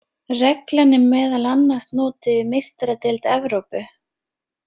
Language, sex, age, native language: Icelandic, female, 20-29, Icelandic